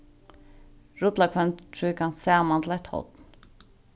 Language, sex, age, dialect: Faroese, female, 15-35, Sandoy